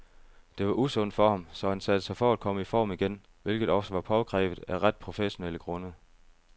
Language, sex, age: Danish, male, 30